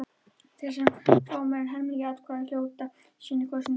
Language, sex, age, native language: Icelandic, female, 13, Icelandic